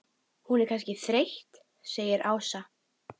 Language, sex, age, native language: Icelandic, female, 12, Icelandic